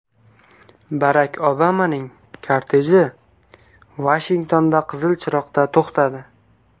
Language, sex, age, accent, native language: Uzbek, male, 19-29, Qashqadaryo, Uzbek